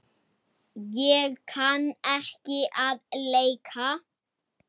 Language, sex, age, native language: Icelandic, male, 8, Icelandic